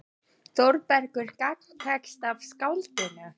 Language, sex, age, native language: Icelandic, female, 18-19, Icelandic